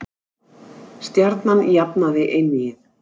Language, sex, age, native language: Icelandic, female, 60-69, Icelandic